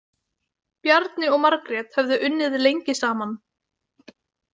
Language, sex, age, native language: Icelandic, female, 18-19, Icelandic